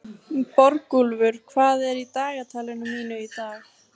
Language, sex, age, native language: Icelandic, female, 15, Icelandic